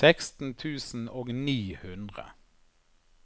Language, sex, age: Norwegian, male, 51